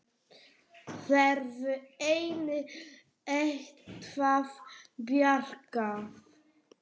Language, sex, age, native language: Icelandic, male, 9, Polish